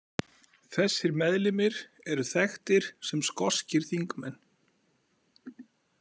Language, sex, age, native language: Icelandic, male, 40-49, Icelandic